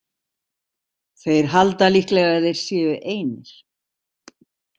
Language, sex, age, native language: Icelandic, female, 60-69, Icelandic